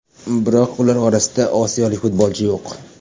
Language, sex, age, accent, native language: Uzbek, male, 12-17, Farg'ona, Uzbek